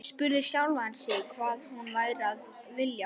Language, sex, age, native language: Icelandic, male, 11, Icelandic